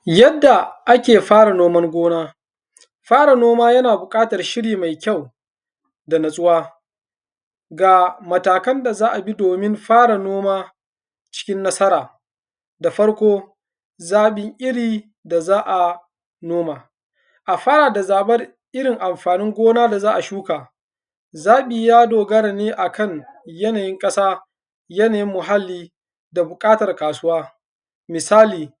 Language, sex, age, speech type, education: Hausa, male, 15-29, spontaneous, tertiary